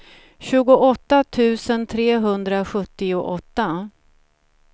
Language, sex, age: Swedish, female, 47